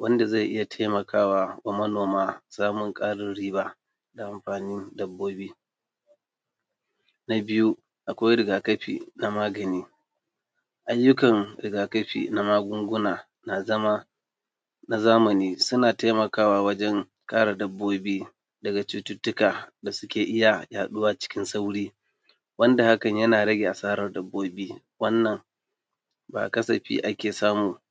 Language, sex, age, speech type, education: Hausa, male, 30-45, spontaneous, tertiary